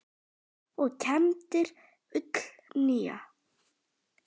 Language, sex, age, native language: Icelandic, female, 10, Icelandic